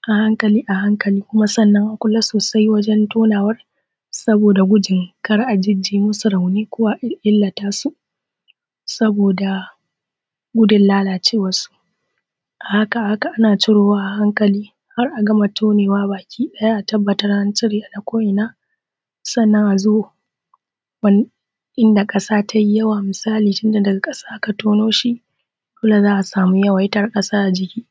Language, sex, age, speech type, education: Hausa, female, 15-29, spontaneous, secondary